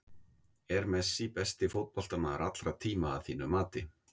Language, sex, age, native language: Icelandic, male, 50-59, Icelandic